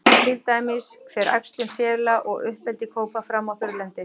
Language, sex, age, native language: Icelandic, female, 40-49, Icelandic